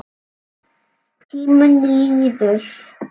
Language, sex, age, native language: Icelandic, male, 7, Icelandic